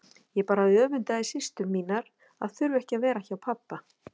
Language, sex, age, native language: Icelandic, female, 50-59, Icelandic